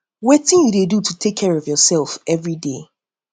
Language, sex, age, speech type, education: Nigerian Pidgin, female, 15-29, spontaneous, tertiary